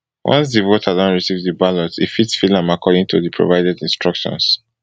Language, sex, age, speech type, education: Nigerian Pidgin, male, 15-29, spontaneous, tertiary